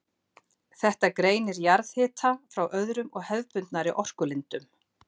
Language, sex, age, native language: Icelandic, female, 50-59, Icelandic